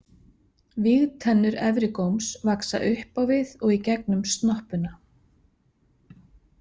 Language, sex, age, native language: Icelandic, female, 50-59, Icelandic